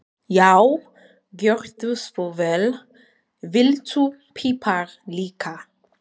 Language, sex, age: Icelandic, female, 20-29